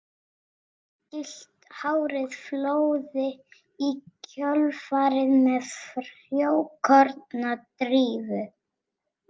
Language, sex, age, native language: Icelandic, female, 18-19, Icelandic